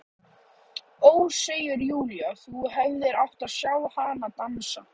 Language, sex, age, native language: Icelandic, male, 11, Icelandic